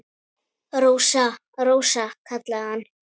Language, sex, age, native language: Icelandic, female, 10, Icelandic